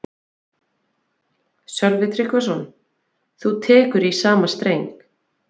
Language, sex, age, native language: Icelandic, female, 20-29, Icelandic